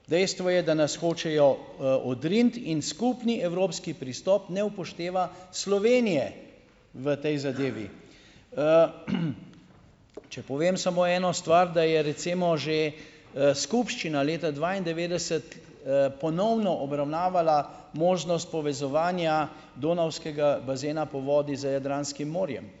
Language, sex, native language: Slovenian, male, Slovenian